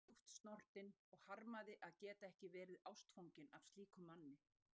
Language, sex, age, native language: Icelandic, female, 60-69, Icelandic